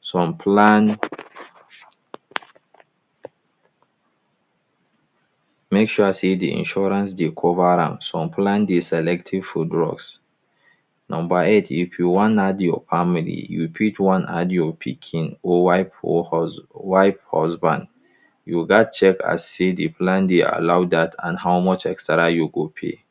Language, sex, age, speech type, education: Nigerian Pidgin, male, 30-45, spontaneous, tertiary